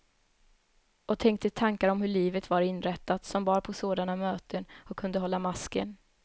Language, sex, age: Swedish, female, 21